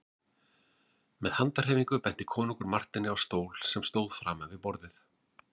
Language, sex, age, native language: Icelandic, male, 40-49, Icelandic